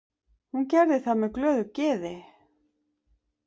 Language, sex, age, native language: Icelandic, female, 50-59, Icelandic